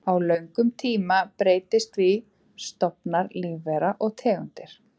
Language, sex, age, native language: Icelandic, female, 20-29, Icelandic